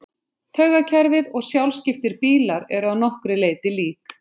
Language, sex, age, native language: Icelandic, female, 50-59, Icelandic